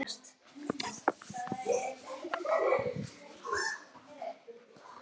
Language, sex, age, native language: Icelandic, female, 10, Icelandic